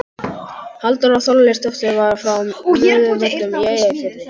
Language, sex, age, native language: Icelandic, male, 11, Icelandic